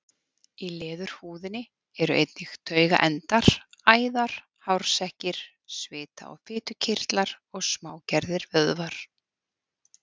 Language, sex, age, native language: Icelandic, female, 40-49, Icelandic